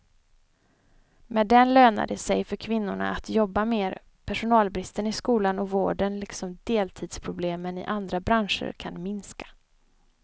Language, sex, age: Swedish, female, 25